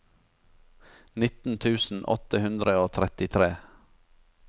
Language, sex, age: Norwegian, male, 43